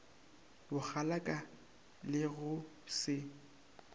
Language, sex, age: Northern Sotho, male, 19